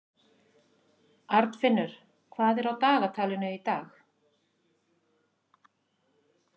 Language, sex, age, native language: Icelandic, female, 50-59, Icelandic